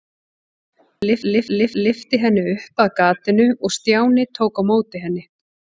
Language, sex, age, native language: Icelandic, female, 40-49, Icelandic